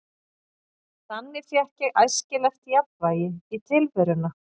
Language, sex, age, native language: Icelandic, female, 40-49, Icelandic